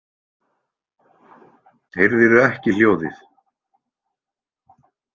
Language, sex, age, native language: Icelandic, male, 20-29, Icelandic